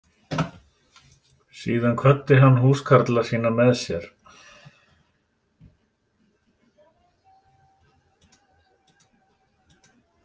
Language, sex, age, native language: Icelandic, male, 60-69, Icelandic